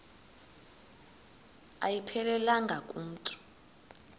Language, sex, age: Xhosa, female, 23